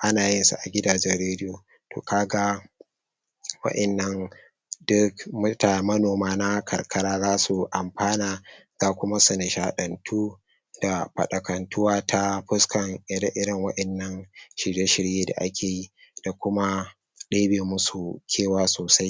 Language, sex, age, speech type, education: Hausa, male, 60+, spontaneous, tertiary